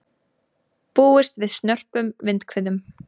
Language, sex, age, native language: Icelandic, female, 20-29, Icelandic